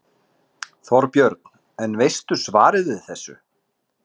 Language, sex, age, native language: Icelandic, male, 40-49, Icelandic